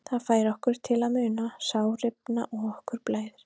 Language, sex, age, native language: Icelandic, female, 30-39, Icelandic